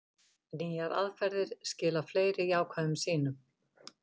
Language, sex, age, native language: Icelandic, female, 50-59, Icelandic